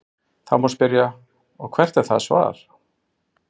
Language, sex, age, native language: Icelandic, male, 40-49, Icelandic